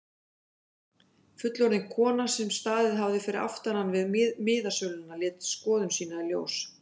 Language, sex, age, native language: Icelandic, female, 50-59, Icelandic